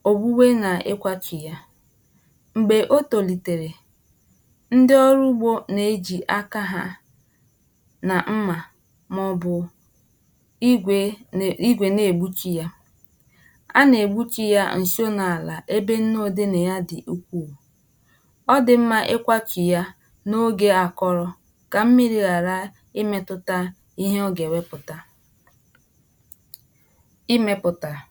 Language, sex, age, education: Igbo, female, 46-60, tertiary